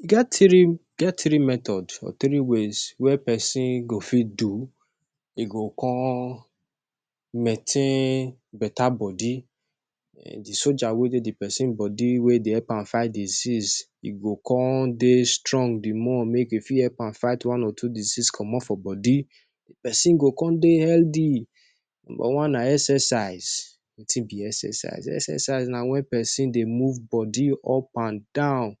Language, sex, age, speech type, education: Nigerian Pidgin, male, 15-29, spontaneous, tertiary